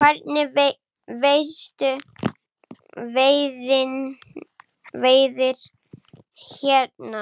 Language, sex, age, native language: Icelandic, male, 9, Icelandic